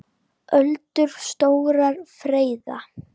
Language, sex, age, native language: Icelandic, female, 10, Icelandic